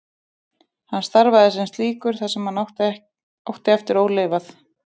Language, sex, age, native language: Icelandic, female, 30-39, Icelandic